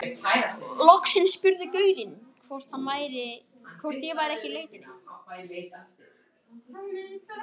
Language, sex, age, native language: Icelandic, male, 12, Icelandic